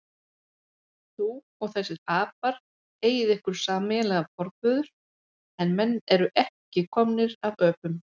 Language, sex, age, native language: Icelandic, female, 50-59, Icelandic